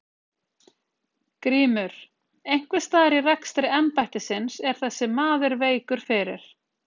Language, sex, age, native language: Icelandic, female, 30-39, Icelandic